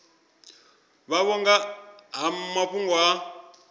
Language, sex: Venda, male